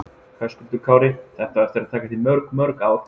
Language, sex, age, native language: Icelandic, male, 20-29, Icelandic